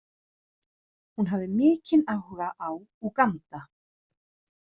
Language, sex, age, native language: Icelandic, female, 30-39, Icelandic